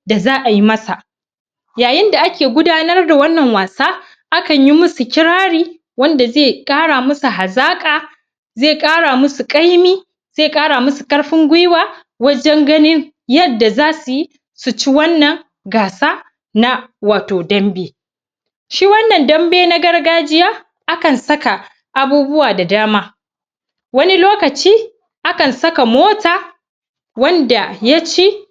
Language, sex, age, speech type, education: Hausa, female, 30-45, spontaneous, tertiary